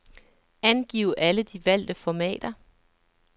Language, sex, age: Danish, male, 37